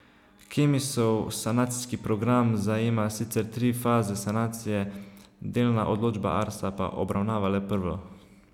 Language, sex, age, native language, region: Slovenian, male, 18-29, Slovenian, Savinja region